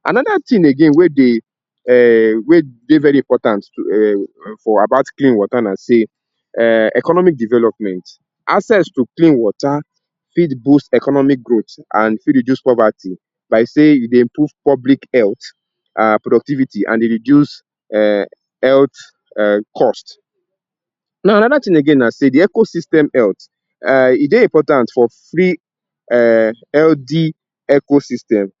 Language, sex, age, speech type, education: Nigerian Pidgin, male, 30-45, spontaneous, tertiary